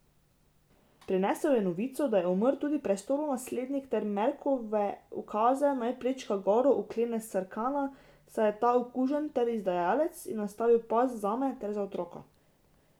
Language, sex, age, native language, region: Slovenian, female, 18-29, Slovenian, Drava region